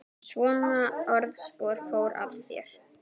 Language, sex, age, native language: Icelandic, female, 10, Icelandic